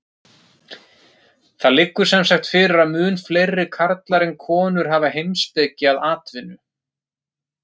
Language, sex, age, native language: Icelandic, male, 30-39, Icelandic